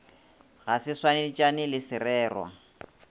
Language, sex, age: Northern Sotho, male, 26